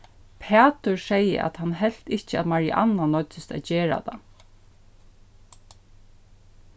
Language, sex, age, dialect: Faroese, female, 36-60, Suðurstreymoy